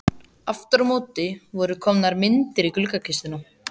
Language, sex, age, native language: Icelandic, male, 14, Icelandic